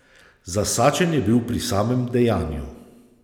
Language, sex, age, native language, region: Slovenian, male, 30-49, Slovenian, Savinja region